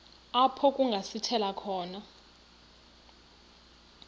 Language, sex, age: Xhosa, female, 35